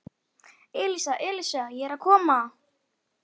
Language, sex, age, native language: Icelandic, female, 11, Icelandic